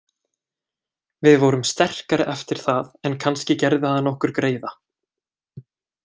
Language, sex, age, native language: Icelandic, male, 20-29, Icelandic